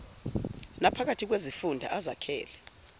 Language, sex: Zulu, female